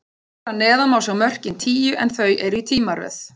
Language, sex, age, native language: Icelandic, female, 40-49, Icelandic